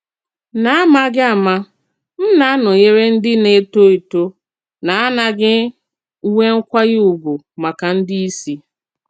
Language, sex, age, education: Igbo, female, 30-45, tertiary